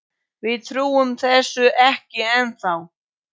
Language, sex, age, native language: Icelandic, male, 9, Polish